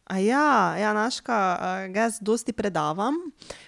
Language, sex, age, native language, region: Slovenian, female, 30-49, Slovenian, Pomurje region